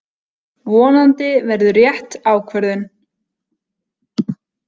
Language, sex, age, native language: Icelandic, female, 20-29, Icelandic